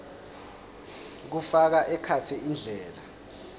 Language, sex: Swati, male